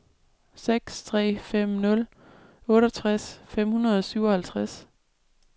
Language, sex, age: Danish, female, 37